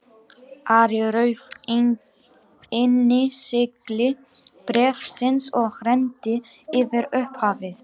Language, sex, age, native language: Icelandic, female, 18-19, Romanian